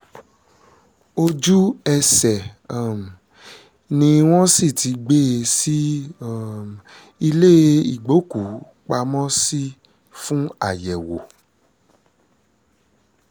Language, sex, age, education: Yoruba, male, 30-45, secondary